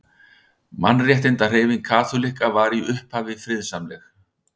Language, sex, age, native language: Icelandic, male, 60-69, Icelandic